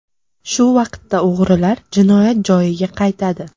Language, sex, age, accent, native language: Uzbek, female, 18-24, Namangan, Uzbek